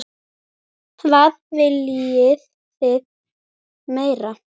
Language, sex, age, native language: Icelandic, male, 9, Icelandic